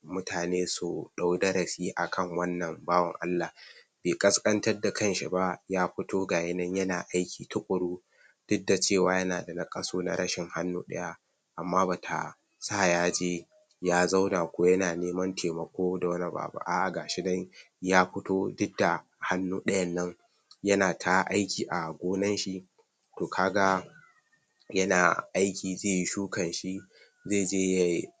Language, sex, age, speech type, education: Hausa, male, 15-29, spontaneous, tertiary